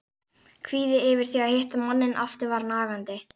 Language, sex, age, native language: Icelandic, female, 11, Icelandic